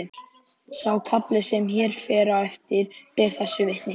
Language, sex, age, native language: Icelandic, male, 11, Icelandic